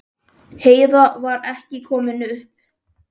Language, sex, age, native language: Icelandic, male, 10, Icelandic